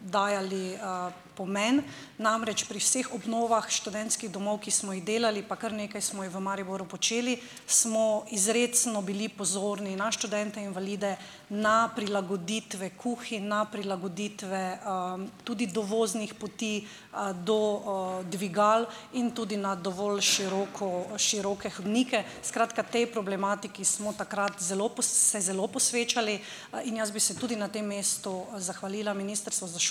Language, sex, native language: Slovenian, female, Slovenian